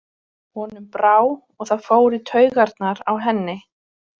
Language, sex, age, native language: Icelandic, female, 30-39, Icelandic